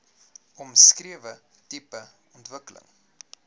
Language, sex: Afrikaans, male